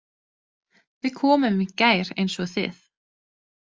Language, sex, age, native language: Icelandic, female, 30-39, Danish